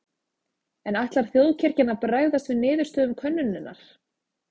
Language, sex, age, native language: Icelandic, female, 20-29, Icelandic